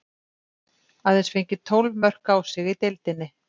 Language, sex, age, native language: Icelandic, female, 50-59, Icelandic